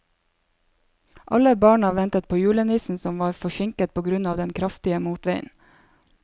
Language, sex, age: Norwegian, female, 27